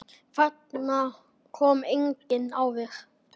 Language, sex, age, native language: Icelandic, male, 10, Icelandic